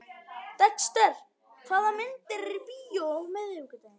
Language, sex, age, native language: Icelandic, male, 11, Icelandic